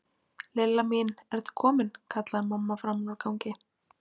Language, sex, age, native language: Icelandic, female, 20-29, Icelandic